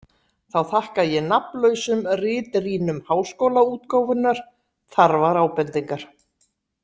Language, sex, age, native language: Icelandic, female, 60-69, Icelandic